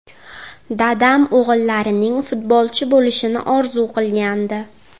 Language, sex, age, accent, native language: Uzbek, female, 18-24, Navoiy, Uzbek